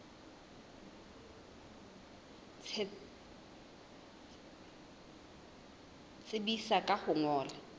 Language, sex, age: Southern Sotho, female, 20